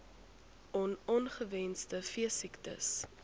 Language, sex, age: Afrikaans, female, 21